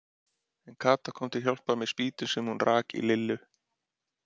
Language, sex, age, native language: Icelandic, male, 30-39, Icelandic